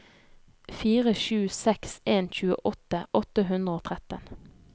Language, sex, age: Norwegian, female, 32